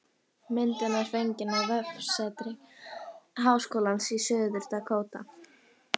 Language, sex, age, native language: Icelandic, female, 18-19, Icelandic